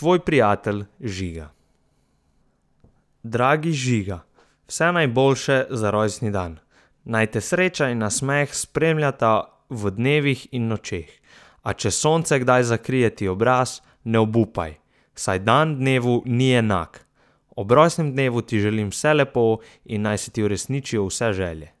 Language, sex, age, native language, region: Slovenian, male, 18-29, Slovenian, Southeast Slovenia